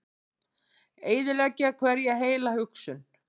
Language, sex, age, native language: Icelandic, female, 50-59, Icelandic